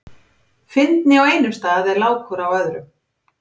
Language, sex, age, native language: Icelandic, female, 50-59, Icelandic